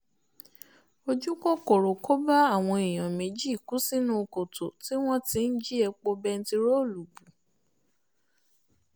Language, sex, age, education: Yoruba, female, 30-45, tertiary